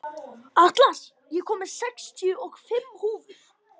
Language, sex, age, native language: Icelandic, female, 50-59, Icelandic